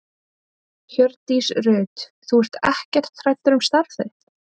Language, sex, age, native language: Icelandic, female, 30-39, Icelandic